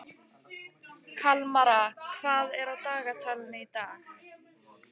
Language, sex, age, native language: Icelandic, female, 15, Icelandic